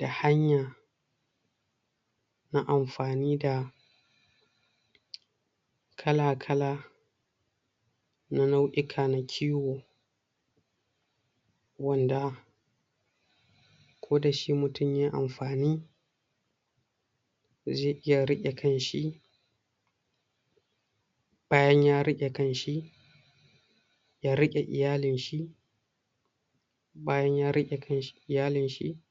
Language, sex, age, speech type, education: Hausa, male, 60+, spontaneous, tertiary